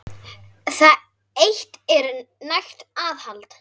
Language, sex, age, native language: Icelandic, female, 10, Icelandic